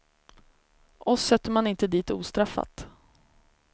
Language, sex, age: Swedish, female, 33